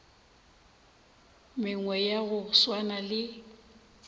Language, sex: Northern Sotho, female